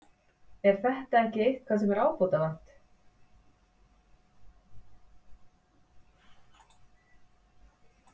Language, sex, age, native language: Icelandic, female, 40-49, Icelandic